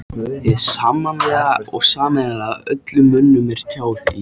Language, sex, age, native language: Icelandic, male, 14, Icelandic